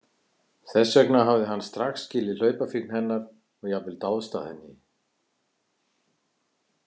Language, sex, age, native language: Icelandic, male, 50-59, Icelandic